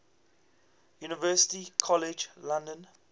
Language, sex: English, male